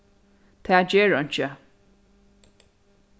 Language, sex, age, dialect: Faroese, female, 36-60, Norðurstreymoy/Eysturoy